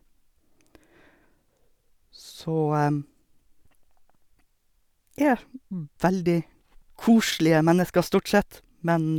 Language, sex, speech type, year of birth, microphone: Norwegian, male, spontaneous, 1982, Sennheiser